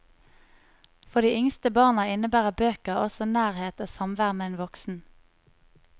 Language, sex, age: Norwegian, female, 25